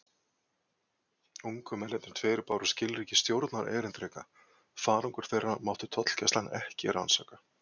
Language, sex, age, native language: Icelandic, male, 40-49, Icelandic